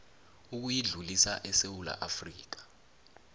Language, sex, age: South Ndebele, male, 21